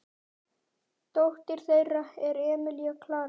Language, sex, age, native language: Icelandic, male, 9, Icelandic